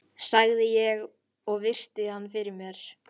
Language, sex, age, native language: Icelandic, male, 11, Icelandic